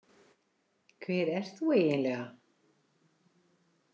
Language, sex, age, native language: Icelandic, female, 60-69, Icelandic